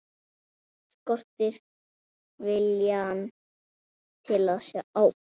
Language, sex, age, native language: Icelandic, male, 9, Icelandic